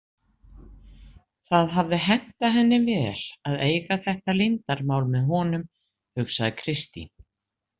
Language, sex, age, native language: Icelandic, female, 60-69, Icelandic